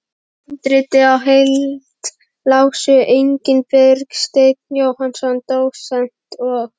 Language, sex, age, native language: Icelandic, female, 12, Icelandic